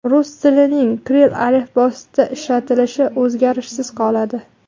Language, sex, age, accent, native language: Uzbek, female, 18-24, Qashqadaryo, Uzbek